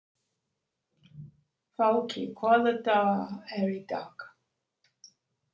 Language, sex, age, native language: Icelandic, female, 60-69, English